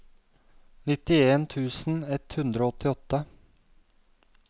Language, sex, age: Norwegian, male, 32